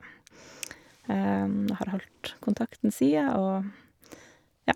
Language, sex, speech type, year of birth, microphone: Norwegian, female, spontaneous, 1978, Shure